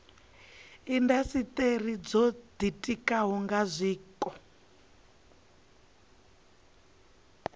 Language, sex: Venda, female